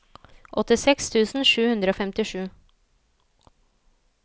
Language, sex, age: Norwegian, female, 27